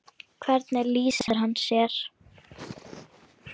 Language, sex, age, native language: Icelandic, female, 10, Icelandic